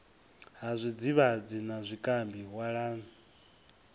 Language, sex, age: Venda, male, 23